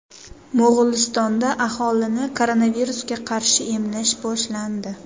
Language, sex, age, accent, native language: Uzbek, female, 25-34, Surxondaryo, Uzbek